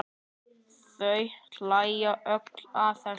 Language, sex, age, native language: Icelandic, male, 9, Icelandic